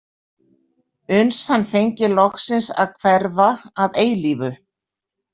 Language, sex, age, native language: Icelandic, female, 60-69, Icelandic